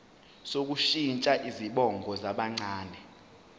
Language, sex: Zulu, male